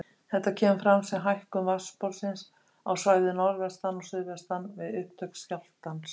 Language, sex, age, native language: Icelandic, female, 50-59, Icelandic